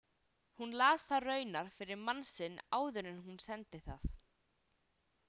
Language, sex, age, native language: Icelandic, female, 18-19, Icelandic